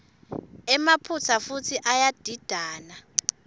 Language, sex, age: Swati, female, 21